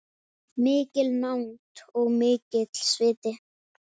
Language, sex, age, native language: Icelandic, female, 10, Icelandic